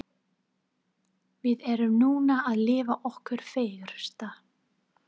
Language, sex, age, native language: Icelandic, female, 30-39, English